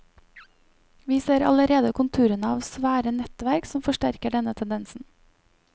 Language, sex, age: Norwegian, female, 25